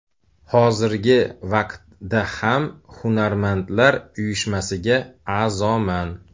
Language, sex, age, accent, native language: Uzbek, male, 35+, Andijon, Uzbek